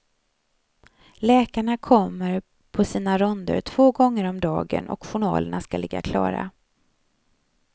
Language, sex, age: Swedish, female, 35